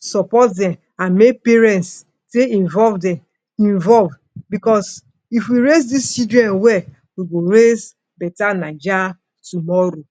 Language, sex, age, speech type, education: Nigerian Pidgin, female, 46-60, spontaneous, tertiary